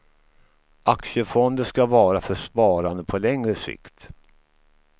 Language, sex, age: Swedish, male, 53